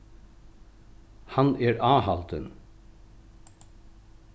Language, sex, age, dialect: Faroese, male, 36-60, Norðuroyggjar